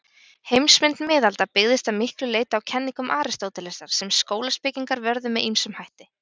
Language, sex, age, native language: Icelandic, female, 20-29, Icelandic